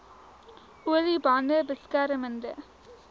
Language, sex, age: Afrikaans, female, 19